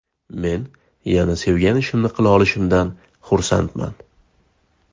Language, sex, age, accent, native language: Uzbek, male, 18-24, Farg'ona, Uzbek